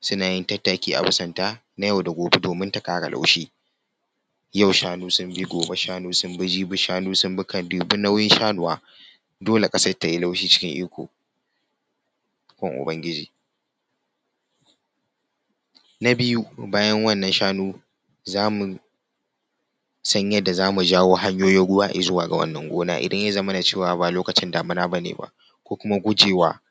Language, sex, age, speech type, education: Hausa, male, 15-29, spontaneous, tertiary